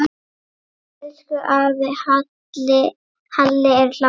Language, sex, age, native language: Icelandic, female, 8, Icelandic